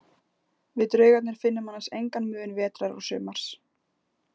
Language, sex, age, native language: Icelandic, female, 20-29, Icelandic